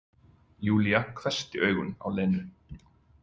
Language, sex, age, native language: Icelandic, male, 40-49, Icelandic